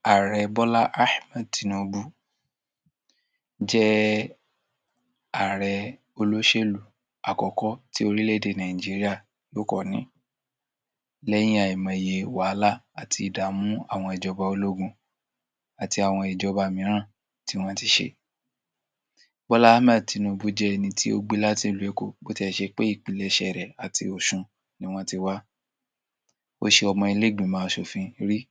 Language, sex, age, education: Yoruba, male, 46-60, tertiary